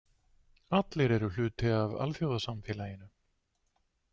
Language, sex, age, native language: Icelandic, male, 60-69, Icelandic